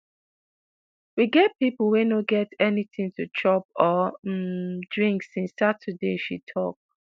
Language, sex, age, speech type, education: Nigerian Pidgin, male, 30-45, spontaneous, tertiary